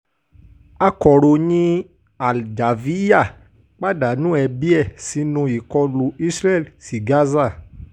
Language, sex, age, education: Yoruba, male, 15-29, tertiary